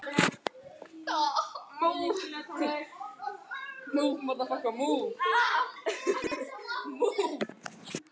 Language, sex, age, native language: Icelandic, male, 10, Icelandic